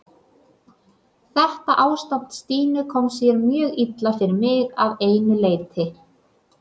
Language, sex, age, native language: Icelandic, female, 30-39, Icelandic